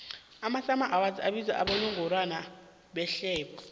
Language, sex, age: South Ndebele, female, 21